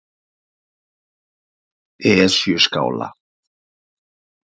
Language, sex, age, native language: Icelandic, male, 30-39, Icelandic